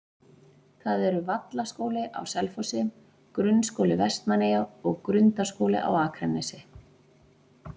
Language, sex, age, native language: Icelandic, female, 40-49, Icelandic